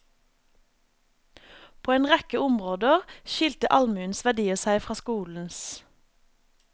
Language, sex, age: Norwegian, female, 27